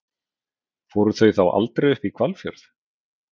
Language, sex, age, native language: Icelandic, male, 40-49, Icelandic